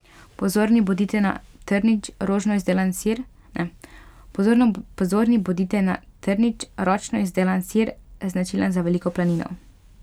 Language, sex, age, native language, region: Slovenian, female, 12-17, Slovenian, Pomurje region